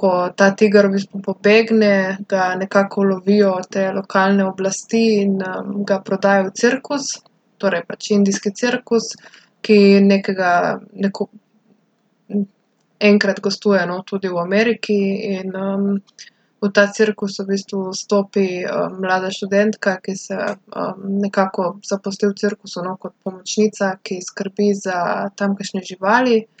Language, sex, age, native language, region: Slovenian, female, 18-29, Slovenian, Gorica region